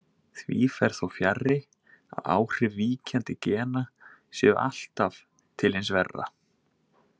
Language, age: Icelandic, 20-29